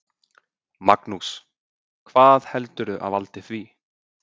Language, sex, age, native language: Icelandic, male, 20-29, Icelandic